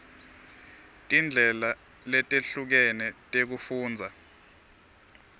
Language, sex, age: Swati, male, 23